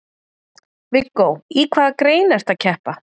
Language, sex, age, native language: Icelandic, female, 40-49, Icelandic